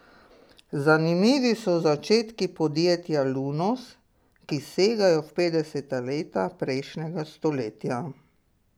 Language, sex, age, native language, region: Slovenian, female, 60+, Slovenian, Pomurje region